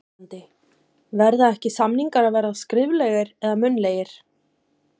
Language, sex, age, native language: Icelandic, female, 30-39, Icelandic